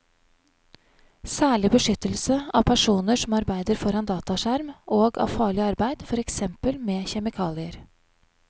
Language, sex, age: Norwegian, female, 31